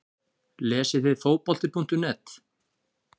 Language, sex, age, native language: Icelandic, male, 30-39, Icelandic